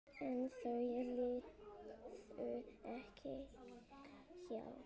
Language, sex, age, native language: Icelandic, female, 10, Icelandic